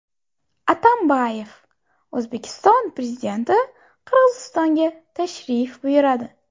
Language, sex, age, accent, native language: Uzbek, female, 18-24, Buxoro, Uzbek